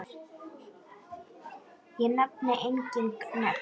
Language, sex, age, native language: Icelandic, female, 10, Icelandic